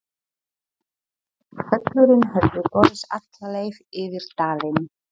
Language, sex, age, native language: Icelandic, female, 40-49, Polish